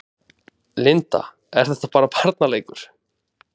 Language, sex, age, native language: Icelandic, male, 20-29, Icelandic